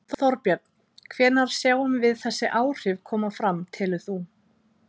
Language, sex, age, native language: Icelandic, female, 30-39, Icelandic